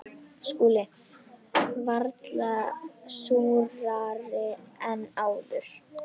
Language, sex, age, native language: Icelandic, female, 10, Icelandic